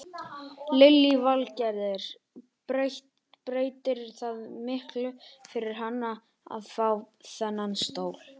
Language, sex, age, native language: Icelandic, male, 18-19, Icelandic